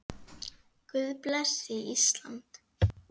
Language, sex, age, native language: Icelandic, female, 8, Icelandic